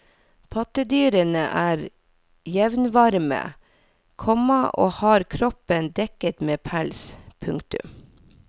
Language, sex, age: Norwegian, female, 40